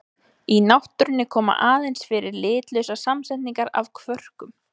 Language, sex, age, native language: Icelandic, female, 20-29, Icelandic